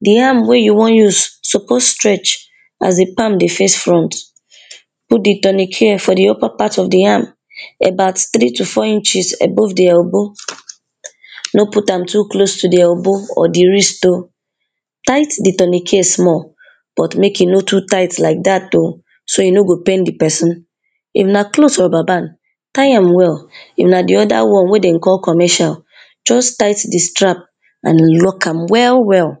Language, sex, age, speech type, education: Nigerian Pidgin, female, 15-29, spontaneous, primary